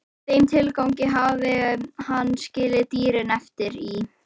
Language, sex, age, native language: Icelandic, female, 11, Icelandic